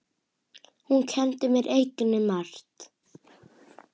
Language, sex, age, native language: Icelandic, female, 8, Icelandic